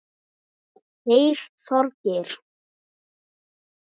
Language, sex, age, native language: Icelandic, female, 9, Icelandic